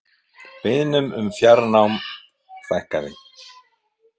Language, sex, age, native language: Icelandic, male, 50-59, Icelandic